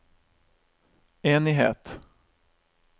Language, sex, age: Norwegian, male, 28